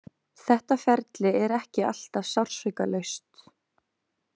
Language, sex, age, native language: Icelandic, female, 20-29, Icelandic